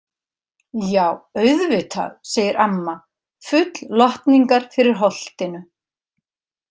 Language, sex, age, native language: Icelandic, female, 50-59, Icelandic